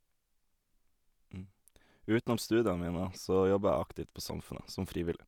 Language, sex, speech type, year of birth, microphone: Norwegian, male, spontaneous, 1991, Sennheiser